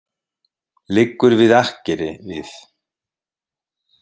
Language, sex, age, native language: Icelandic, male, 50-59, Icelandic